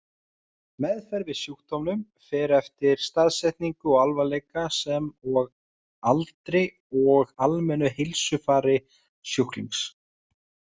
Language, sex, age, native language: Icelandic, male, 30-39, Icelandic